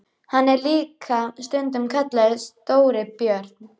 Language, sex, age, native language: Icelandic, female, 13, Icelandic